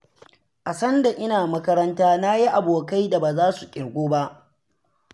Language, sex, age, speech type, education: Hausa, male, 15-29, read, secondary